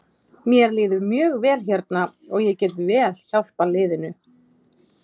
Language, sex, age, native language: Icelandic, female, 30-39, Icelandic